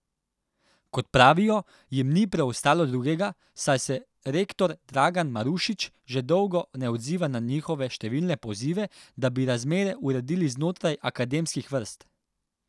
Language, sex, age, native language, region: Slovenian, male, 18-29, Slovenian, Central Slovenia